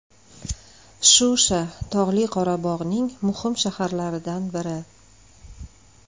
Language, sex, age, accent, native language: Uzbek, female, 35+, Andijon, Uzbek